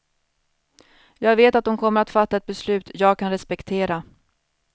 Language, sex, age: Swedish, female, 41